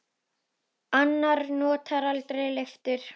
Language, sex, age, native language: Icelandic, female, 10, Icelandic